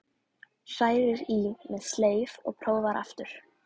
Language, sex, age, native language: Icelandic, female, 11, Icelandic